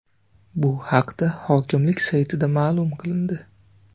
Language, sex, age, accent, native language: Uzbek, male, 25-34, Navoiy, Uzbek